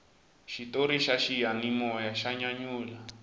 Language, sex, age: Tsonga, male, 20